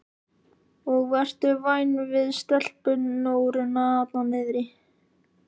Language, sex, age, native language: Icelandic, male, 13, Icelandic